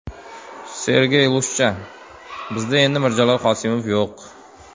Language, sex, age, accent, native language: Uzbek, male, 19-29, Toshkent viloyati, Uzbek